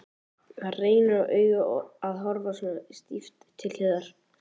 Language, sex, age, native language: Icelandic, male, 14, Icelandic